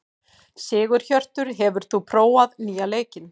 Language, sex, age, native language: Icelandic, female, 40-49, Icelandic